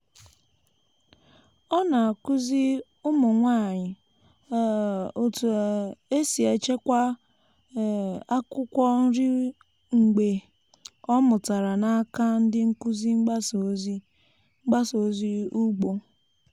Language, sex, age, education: Igbo, female, 15-29, tertiary